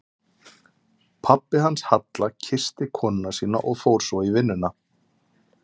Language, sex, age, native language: Icelandic, male, 30-39, Icelandic